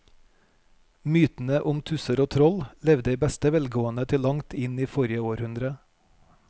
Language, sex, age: Norwegian, male, 41